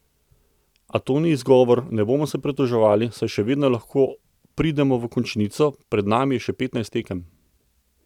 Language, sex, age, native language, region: Slovenian, male, 30-49, Slovenian, Central Slovenia